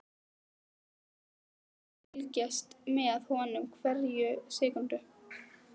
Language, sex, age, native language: Icelandic, female, 13, Icelandic